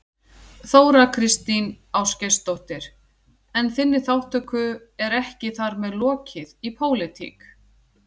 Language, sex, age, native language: Icelandic, female, 40-49, Icelandic